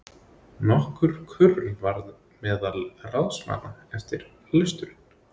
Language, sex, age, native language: Icelandic, male, 20-29, Icelandic